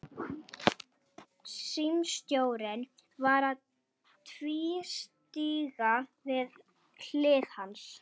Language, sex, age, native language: Icelandic, female, 12, Swedish